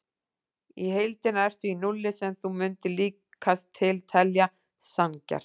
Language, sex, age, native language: Icelandic, female, 40-49, Icelandic